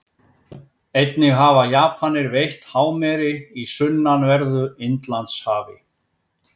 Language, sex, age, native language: Icelandic, male, 50-59, Icelandic